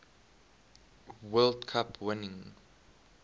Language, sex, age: English, male, 21